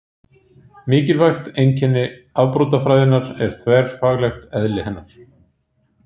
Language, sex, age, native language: Icelandic, male, 40-49, Icelandic